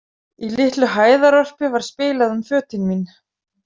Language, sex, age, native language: Icelandic, female, 40-49, Icelandic